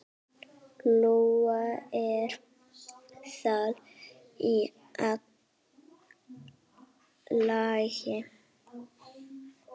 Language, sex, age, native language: Icelandic, female, 8, Icelandic